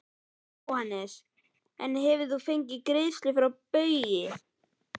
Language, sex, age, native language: Icelandic, male, 11, Icelandic